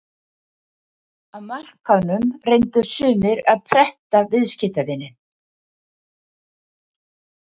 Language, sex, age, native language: Icelandic, female, 70-79, Icelandic